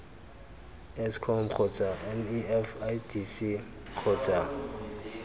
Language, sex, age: Tswana, male, 25